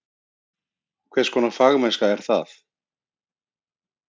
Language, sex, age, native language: Icelandic, male, 30-39, Icelandic